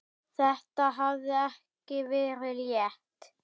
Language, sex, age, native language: Icelandic, female, 9, Icelandic